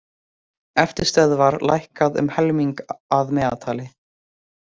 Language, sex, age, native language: Icelandic, female, 18-19, Icelandic